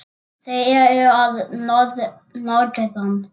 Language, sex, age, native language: Icelandic, male, 7, Icelandic